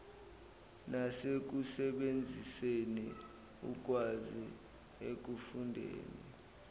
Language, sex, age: Zulu, male, 19